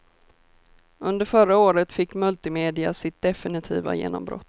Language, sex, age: Swedish, female, 24